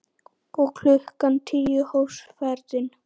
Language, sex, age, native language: Icelandic, male, 10, Icelandic